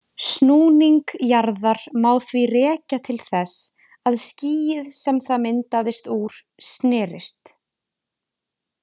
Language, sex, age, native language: Icelandic, female, 20-29, Icelandic